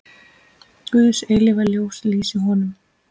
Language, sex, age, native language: Icelandic, female, 8, Icelandic